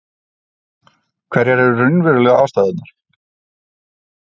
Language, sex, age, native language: Icelandic, male, 30-39, Icelandic